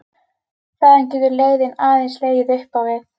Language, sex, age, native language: Icelandic, female, 11, Icelandic